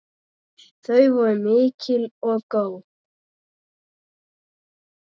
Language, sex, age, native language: Icelandic, female, 9, Icelandic